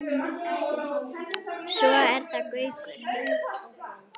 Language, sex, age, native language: Icelandic, female, 9, Icelandic